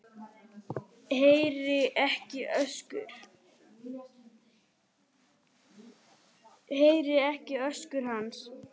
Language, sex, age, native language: Icelandic, male, 10, Icelandic